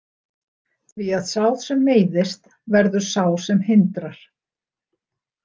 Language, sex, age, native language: Icelandic, female, 60-69, Icelandic